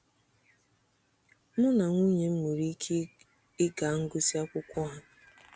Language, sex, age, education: Igbo, female, 30-45, tertiary